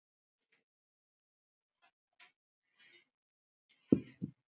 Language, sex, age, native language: Icelandic, female, 60-69, Icelandic